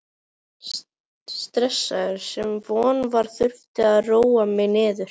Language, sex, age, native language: Icelandic, other, 11, Icelandic